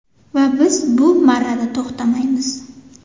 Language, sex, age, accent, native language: Uzbek, female, 19-29, Toshkent shahri, Uzbek